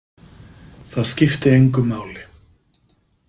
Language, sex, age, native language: Icelandic, male, 50-59, Icelandic